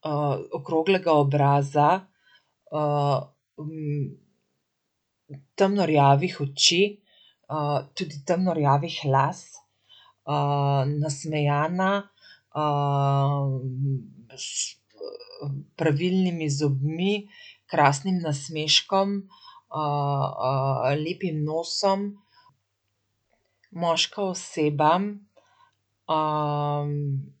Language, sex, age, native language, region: Slovenian, female, 50-59, Slovenian, Central Slovenia